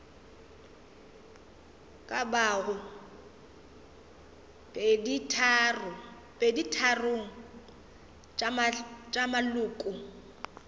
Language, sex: Northern Sotho, female